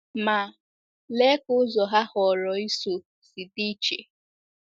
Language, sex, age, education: Igbo, female, 15-29, secondary